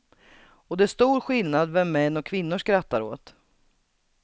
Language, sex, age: Swedish, female, 39